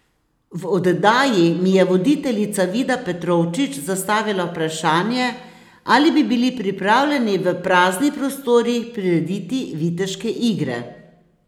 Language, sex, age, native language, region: Slovenian, female, 60+, Slovenian, Posavska region